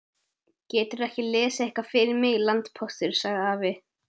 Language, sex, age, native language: Icelandic, male, 12, Icelandic